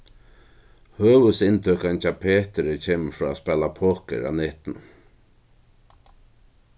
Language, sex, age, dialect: Faroese, male, 61+, Norðurstreymoy/Eysturoy